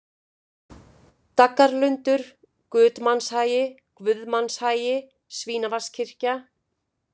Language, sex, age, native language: Icelandic, female, 50-59, Icelandic